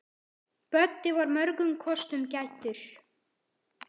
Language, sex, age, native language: Icelandic, male, 10, Icelandic